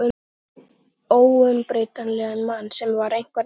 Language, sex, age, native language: Icelandic, male, 11, Icelandic